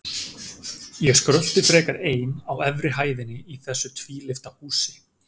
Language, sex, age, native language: Icelandic, male, 30-39, Icelandic